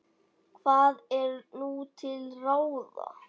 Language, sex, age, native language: Icelandic, male, 9, Icelandic